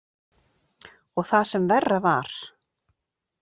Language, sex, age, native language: Icelandic, female, 40-49, Icelandic